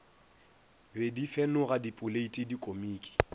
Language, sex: Northern Sotho, male